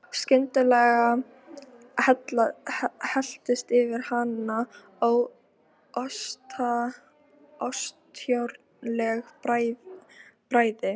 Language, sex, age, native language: Icelandic, female, 13, Icelandic